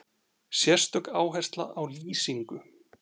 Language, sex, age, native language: Icelandic, male, 40-49, Icelandic